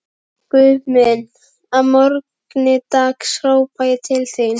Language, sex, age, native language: Icelandic, female, 12, Icelandic